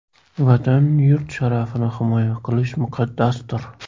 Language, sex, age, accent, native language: Uzbek, male, 25-34, Surxondaryo, Uzbek